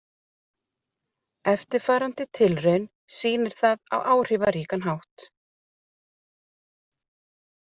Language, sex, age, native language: Icelandic, female, 40-49, Icelandic